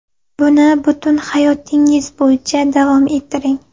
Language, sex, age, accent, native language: Uzbek, female, 18-24, Navoiy, Uzbek